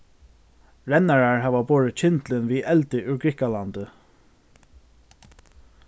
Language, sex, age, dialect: Faroese, male, 15-35, Norðurstreymoy/Eysturoy